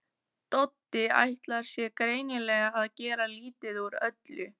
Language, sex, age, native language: Icelandic, female, 14, Icelandic